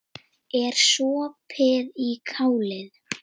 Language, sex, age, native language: Icelandic, female, 10, Icelandic